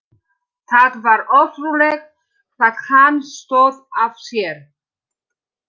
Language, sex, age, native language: Icelandic, female, 60-69, Polish